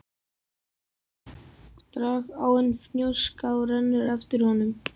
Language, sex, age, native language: Icelandic, female, 7, Icelandic